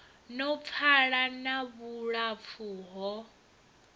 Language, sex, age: Venda, female, 22